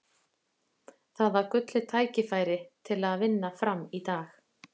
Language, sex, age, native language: Icelandic, female, 40-49, Icelandic